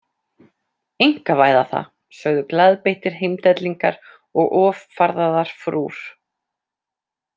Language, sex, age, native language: Icelandic, female, 30-39, Icelandic